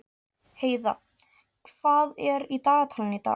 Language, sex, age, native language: Icelandic, female, 14, Icelandic